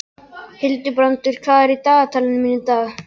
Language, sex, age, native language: Icelandic, other, 12, Icelandic